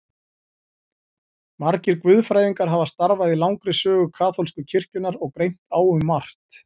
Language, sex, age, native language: Icelandic, male, 40-49, Icelandic